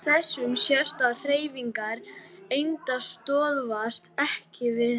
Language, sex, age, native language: Icelandic, male, 18-19, Icelandic